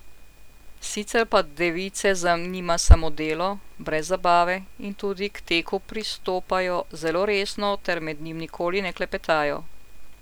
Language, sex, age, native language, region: Slovenian, female, 50-59, Slovenian, Central Slovenia